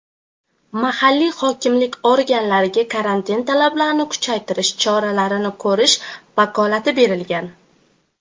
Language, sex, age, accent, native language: Uzbek, female, 18-24, Samarqand, Uzbek